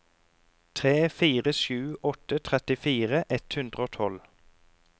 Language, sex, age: Norwegian, male, 34